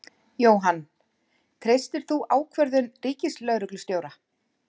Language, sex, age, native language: Icelandic, female, 40-49, Icelandic